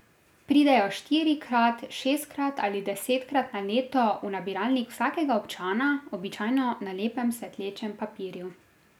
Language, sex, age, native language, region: Slovenian, female, 18-29, Slovenian, Drava region